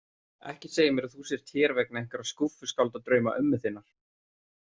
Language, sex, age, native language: Icelandic, male, 30-39, Icelandic